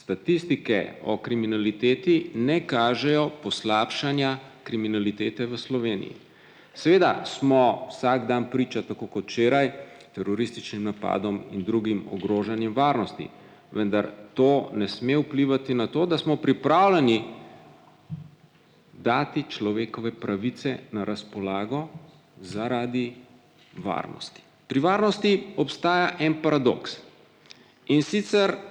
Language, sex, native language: Slovenian, male, Slovenian